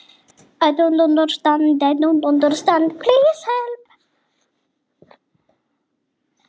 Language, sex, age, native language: Icelandic, female, 40-49, Icelandic